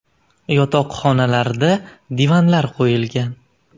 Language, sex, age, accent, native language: Uzbek, male, 19-29, Andijon, Uzbek